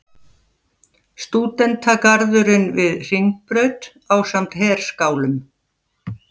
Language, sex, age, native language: Icelandic, female, 70-79, Icelandic